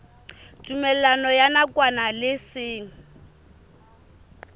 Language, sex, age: Southern Sotho, female, 24